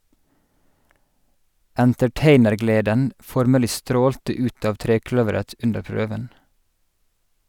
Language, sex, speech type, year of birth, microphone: Norwegian, male, read, 1986, Sennheiser